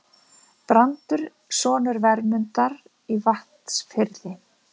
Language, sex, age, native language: Icelandic, female, 50-59, Icelandic